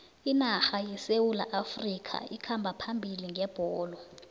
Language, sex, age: South Ndebele, female, 19